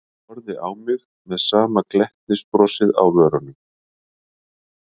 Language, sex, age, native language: Icelandic, male, 50-59, Icelandic